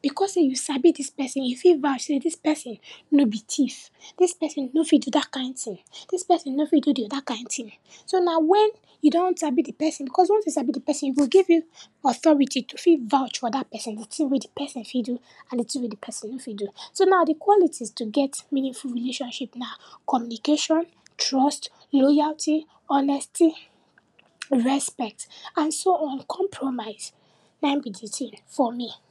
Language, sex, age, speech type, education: Nigerian Pidgin, female, 15-29, spontaneous, tertiary